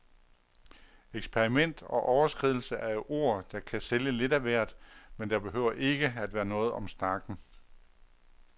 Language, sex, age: Danish, male, 48